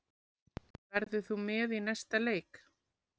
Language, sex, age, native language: Icelandic, female, 40-49, Icelandic